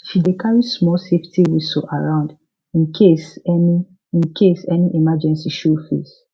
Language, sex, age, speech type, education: Nigerian Pidgin, female, 15-29, spontaneous, secondary